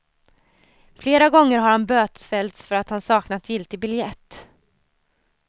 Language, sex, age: Swedish, female, 30